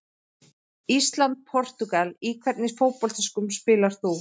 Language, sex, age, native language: Icelandic, female, 11, Icelandic